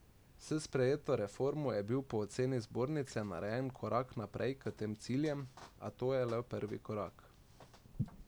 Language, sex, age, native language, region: Slovenian, male, 18-29, Slovenian, Drava region